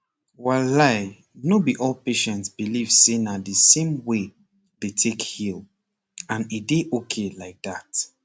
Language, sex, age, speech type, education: Nigerian Pidgin, male, 15-29, spontaneous, secondary